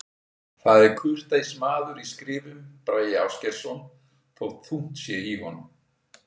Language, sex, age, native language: Icelandic, male, 60-69, Icelandic